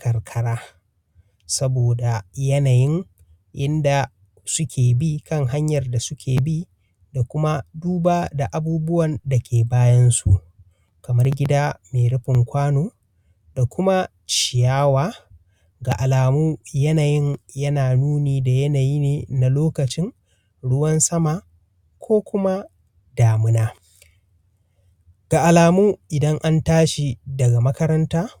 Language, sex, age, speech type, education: Hausa, male, 15-29, spontaneous, primary